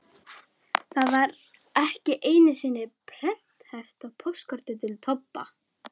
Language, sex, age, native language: Icelandic, female, 11, Icelandic